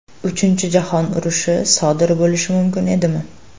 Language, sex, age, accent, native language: Uzbek, female, 18-24, Farg'ona, Uzbek